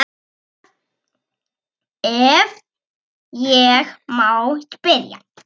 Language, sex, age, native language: Icelandic, female, 7, Icelandic